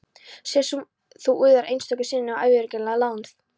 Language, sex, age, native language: Icelandic, female, 13, Polish